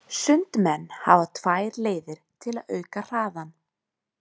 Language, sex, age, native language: Icelandic, female, 20-29, Icelandic